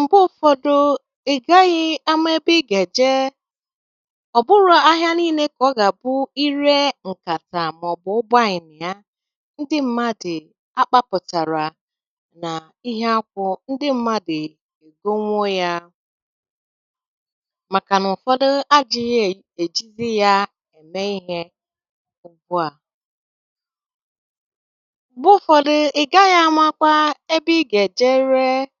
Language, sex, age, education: Igbo, female, 30-45, tertiary